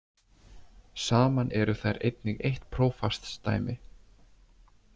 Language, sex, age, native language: Icelandic, male, 20-29, Icelandic